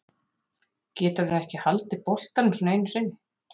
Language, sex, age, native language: Icelandic, female, 30-39, Icelandic